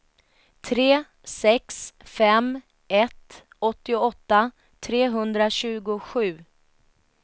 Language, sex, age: Swedish, female, 33